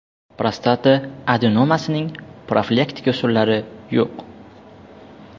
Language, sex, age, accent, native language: Uzbek, male, 12-17, Jizzax, Uzbek